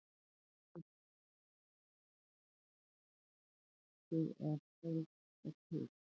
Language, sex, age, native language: Icelandic, female, 50-59, Icelandic